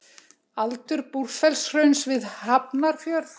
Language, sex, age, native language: Icelandic, female, 60-69, Icelandic